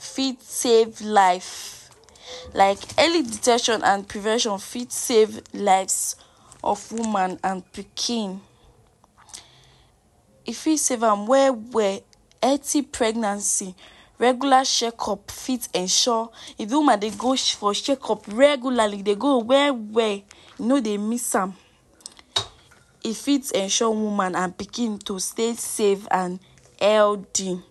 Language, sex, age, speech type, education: Nigerian Pidgin, female, 46-60, spontaneous, tertiary